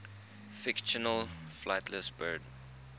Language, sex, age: English, male, 21